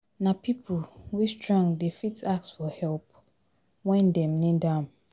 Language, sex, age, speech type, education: Nigerian Pidgin, female, 30-45, spontaneous, tertiary